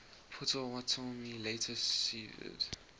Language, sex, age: English, male, 20